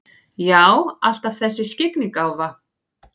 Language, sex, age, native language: Icelandic, female, 40-49, Icelandic